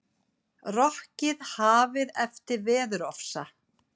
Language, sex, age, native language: Icelandic, female, 50-59, Icelandic